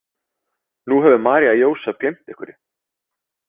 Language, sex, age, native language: Icelandic, male, 30-39, Icelandic